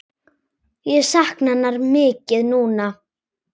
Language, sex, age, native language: Icelandic, female, 8, Icelandic